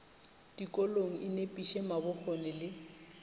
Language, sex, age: Northern Sotho, female, 25